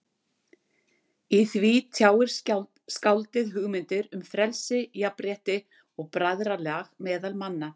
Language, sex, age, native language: Icelandic, female, 60-69, Icelandic